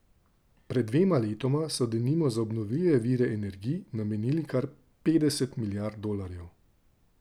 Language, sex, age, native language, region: Slovenian, male, 30-49, Slovenian, Drava region